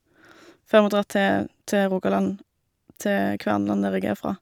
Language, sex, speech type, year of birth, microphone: Norwegian, female, spontaneous, 1987, Shure